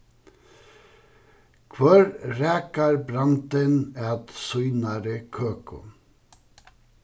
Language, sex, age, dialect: Faroese, male, 61+, Suðuroy